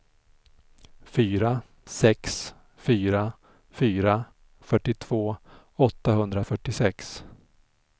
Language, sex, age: Swedish, male, 46